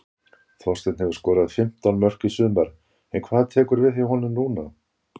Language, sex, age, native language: Icelandic, male, 60-69, Icelandic